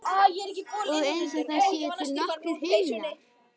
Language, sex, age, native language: Icelandic, female, 12, Icelandic